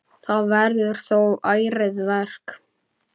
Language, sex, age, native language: Icelandic, male, 9, Icelandic